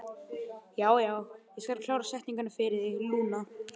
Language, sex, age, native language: Icelandic, male, 11, Icelandic